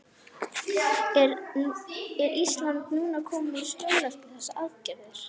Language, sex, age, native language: Icelandic, female, 11, Icelandic